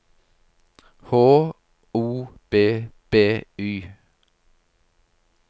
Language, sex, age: Norwegian, male, 59